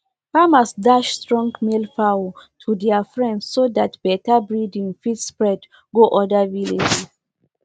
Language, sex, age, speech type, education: Nigerian Pidgin, female, 15-29, spontaneous, tertiary